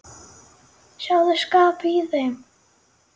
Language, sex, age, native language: Icelandic, female, 9, Icelandic